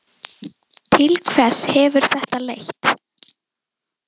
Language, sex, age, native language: Icelandic, female, 10, Icelandic